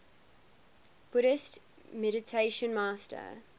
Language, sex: English, female